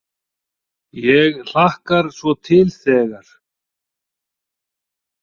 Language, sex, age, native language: Icelandic, male, 40-49, Icelandic